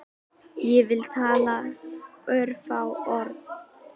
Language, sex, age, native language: Icelandic, female, 18-19, Icelandic